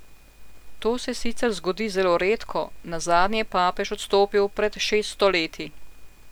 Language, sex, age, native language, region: Slovenian, female, 50-59, Slovenian, Central Slovenia